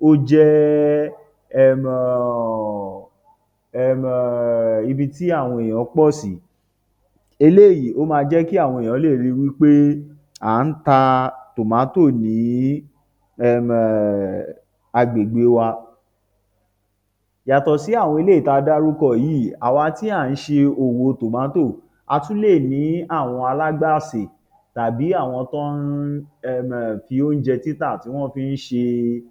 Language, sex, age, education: Yoruba, male, 30-45, tertiary